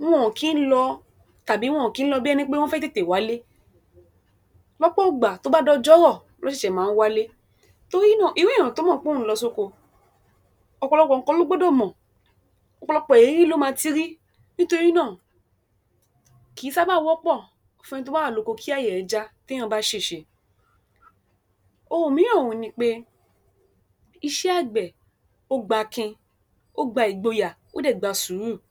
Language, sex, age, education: Yoruba, female, 46-60, tertiary